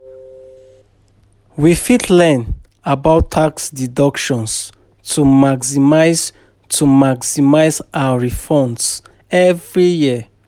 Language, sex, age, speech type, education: Nigerian Pidgin, male, 30-45, spontaneous, tertiary